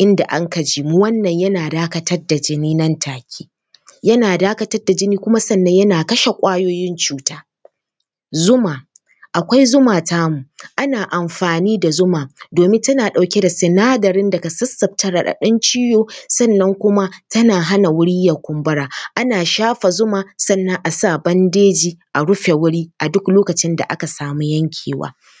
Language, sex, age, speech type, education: Hausa, female, 15-29, spontaneous, tertiary